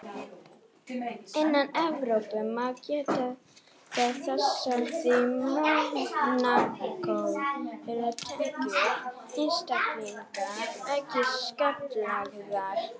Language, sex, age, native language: Icelandic, female, 40-49, Icelandic